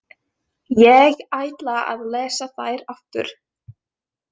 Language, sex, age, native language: Icelandic, female, 20-29, Finnish